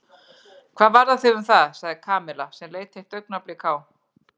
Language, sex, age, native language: Icelandic, female, 40-49, Icelandic